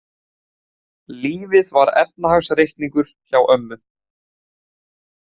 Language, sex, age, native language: Icelandic, male, 18-19, Icelandic